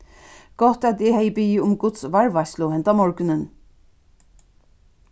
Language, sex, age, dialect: Faroese, female, 36-60, Suðurstreymoy